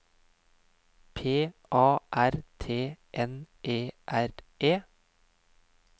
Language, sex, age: Norwegian, male, 31